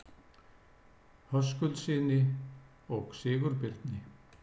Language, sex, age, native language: Icelandic, male, 60-69, Icelandic